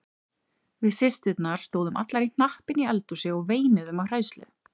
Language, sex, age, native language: Icelandic, female, 30-39, Icelandic